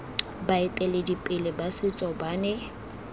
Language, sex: Tswana, female